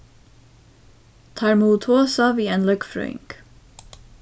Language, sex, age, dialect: Faroese, female, 15-35, Suðurstreymoy